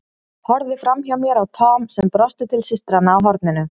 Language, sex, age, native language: Icelandic, female, 30-39, Icelandic